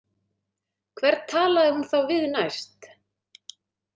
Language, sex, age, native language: Icelandic, female, 30-39, Icelandic